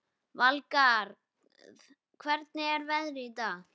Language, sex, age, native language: Icelandic, female, 11, Icelandic